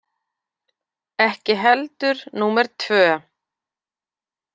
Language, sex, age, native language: Icelandic, female, 40-49, Icelandic